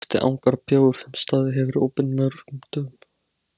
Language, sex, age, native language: Icelandic, male, 16, Icelandic